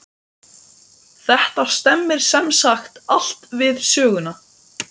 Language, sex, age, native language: Icelandic, male, 12, Icelandic